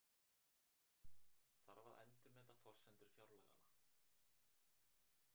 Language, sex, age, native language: Icelandic, male, 18-19, Icelandic